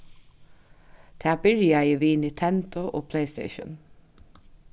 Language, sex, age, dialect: Faroese, female, 36-60, Norðuroyggjar